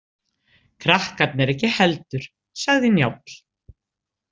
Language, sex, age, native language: Icelandic, female, 60-69, Icelandic